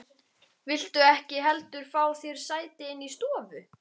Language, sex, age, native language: Icelandic, female, 13, Icelandic